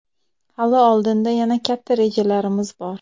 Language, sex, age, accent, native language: Uzbek, female, 25-34, Samarqand, Uzbek